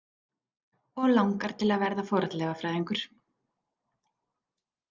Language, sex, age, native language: Icelandic, female, 40-49, Icelandic